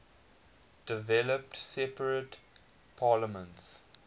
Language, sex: English, male